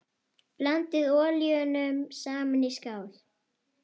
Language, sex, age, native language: Icelandic, female, 9, Icelandic